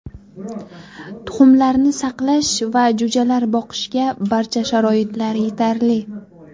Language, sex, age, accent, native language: Uzbek, female, 19-29, Qashqadaryo, Uzbek